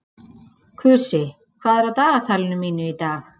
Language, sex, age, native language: Icelandic, female, 30-39, Icelandic